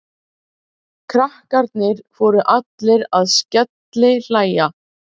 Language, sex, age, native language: Icelandic, female, 30-39, Icelandic